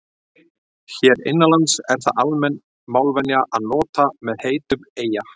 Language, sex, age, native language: Icelandic, male, 40-49, Icelandic